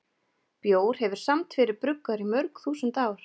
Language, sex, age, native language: Icelandic, female, 30-39, Icelandic